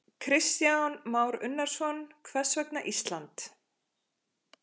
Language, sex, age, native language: Icelandic, female, 40-49, Icelandic